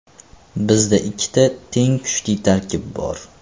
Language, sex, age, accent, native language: Uzbek, male, 18-24, Farg'ona, Uzbek